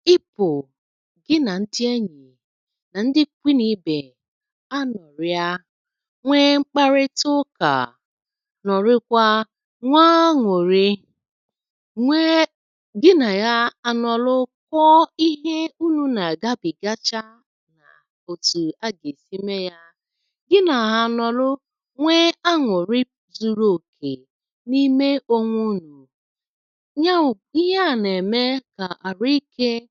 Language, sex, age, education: Igbo, female, 30-45, secondary